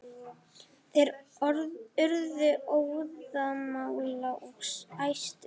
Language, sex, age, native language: Icelandic, female, 8, Icelandic